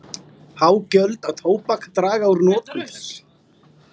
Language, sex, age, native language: Icelandic, female, 30-39, Icelandic